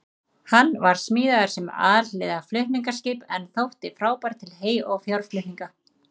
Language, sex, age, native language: Icelandic, male, 30-39, Icelandic